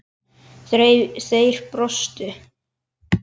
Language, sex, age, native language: Icelandic, male, 10, Icelandic